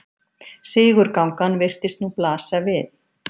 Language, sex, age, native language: Icelandic, female, 50-59, Icelandic